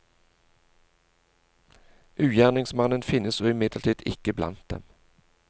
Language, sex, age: Norwegian, male, 40